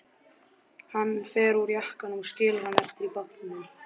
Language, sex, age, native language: Icelandic, male, 12, Icelandic